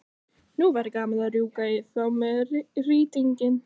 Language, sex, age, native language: Icelandic, other, 15, Icelandic